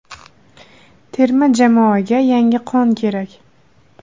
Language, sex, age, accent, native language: Uzbek, female, 18-24, Andijon, Uzbek